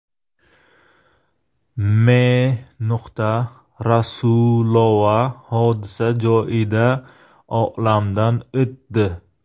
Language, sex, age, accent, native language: Uzbek, male, 18-24, Buxoro, Uzbek